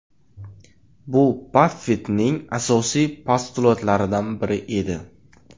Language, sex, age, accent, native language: Uzbek, male, 18-24, Qashqadaryo, Uzbek